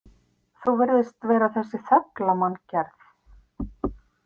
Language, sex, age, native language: Icelandic, female, 50-59, Icelandic